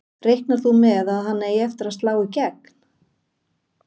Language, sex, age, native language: Icelandic, female, 40-49, Icelandic